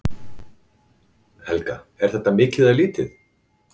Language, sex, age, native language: Icelandic, male, 40-49, Icelandic